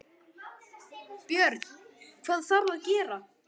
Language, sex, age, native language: Icelandic, male, 9, Icelandic